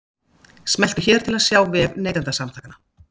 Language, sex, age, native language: Icelandic, female, 50-59, Icelandic